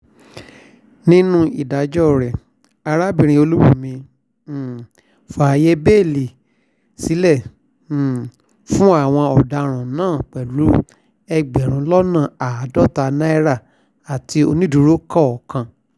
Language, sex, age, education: Yoruba, male, 46-60, tertiary